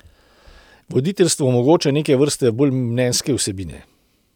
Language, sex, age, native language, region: Slovenian, male, 60+, Slovenian, Central Slovenia